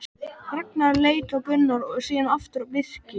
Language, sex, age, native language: Icelandic, male, 13, Icelandic